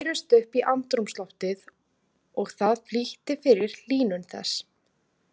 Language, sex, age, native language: Icelandic, female, 30-39, Icelandic